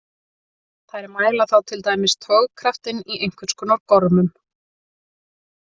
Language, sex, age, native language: Icelandic, female, 30-39, Icelandic